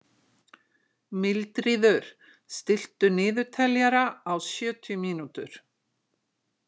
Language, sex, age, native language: Icelandic, female, 60-69, Icelandic